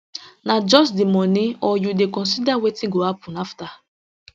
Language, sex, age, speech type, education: Nigerian Pidgin, female, 15-29, spontaneous, tertiary